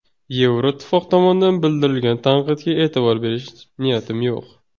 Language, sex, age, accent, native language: Uzbek, male, 18-24, Surxondaryo, Uzbek